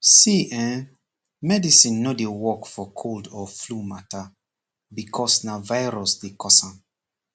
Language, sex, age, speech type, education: Nigerian Pidgin, male, 15-29, spontaneous, secondary